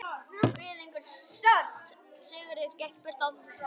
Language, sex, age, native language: Icelandic, male, 11, Icelandic